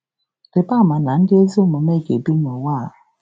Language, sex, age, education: Igbo, female, 46-60, tertiary